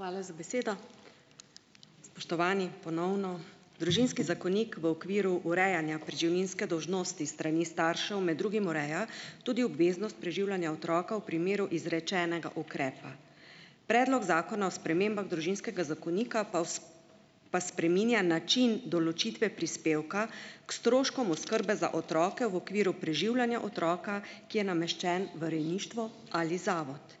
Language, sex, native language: Slovenian, female, Slovenian